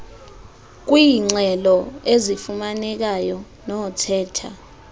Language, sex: Xhosa, female